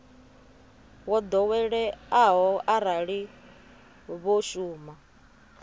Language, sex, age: Venda, female, 30